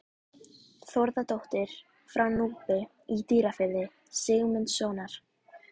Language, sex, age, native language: Icelandic, female, 11, Icelandic